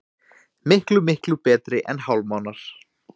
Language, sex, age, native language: Icelandic, male, 20-29, Icelandic